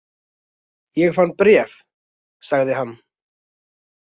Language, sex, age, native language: Icelandic, male, 20-29, Icelandic